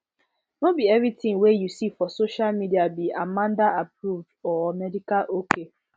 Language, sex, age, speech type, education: Nigerian Pidgin, female, 15-29, spontaneous, tertiary